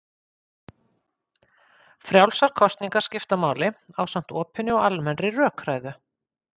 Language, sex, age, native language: Icelandic, female, 50-59, Icelandic